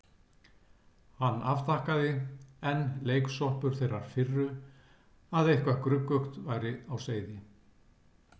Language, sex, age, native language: Icelandic, male, 60-69, Icelandic